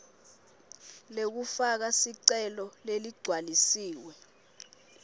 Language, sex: Swati, female